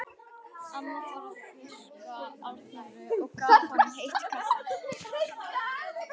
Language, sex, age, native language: Icelandic, female, 11, Icelandic